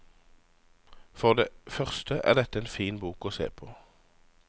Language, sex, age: Norwegian, male, 35